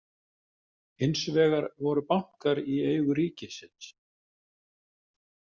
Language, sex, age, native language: Icelandic, male, 50-59, Icelandic